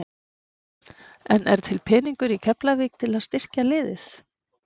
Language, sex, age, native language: Icelandic, female, 40-49, Icelandic